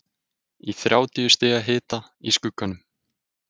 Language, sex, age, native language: Icelandic, male, 20-29, Icelandic